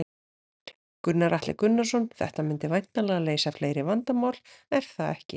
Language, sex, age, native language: Icelandic, female, 40-49, Icelandic